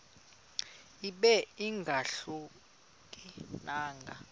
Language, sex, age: Xhosa, male, 35